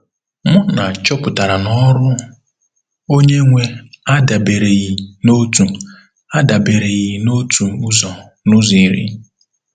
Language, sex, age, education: Igbo, male, 15-29, tertiary